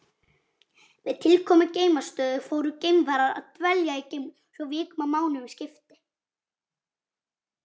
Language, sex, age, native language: Icelandic, female, 40-49, Icelandic